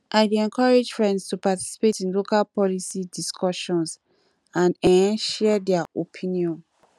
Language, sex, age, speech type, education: Nigerian Pidgin, female, 15-29, spontaneous, tertiary